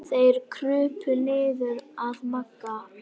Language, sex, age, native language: Icelandic, female, 9, Icelandic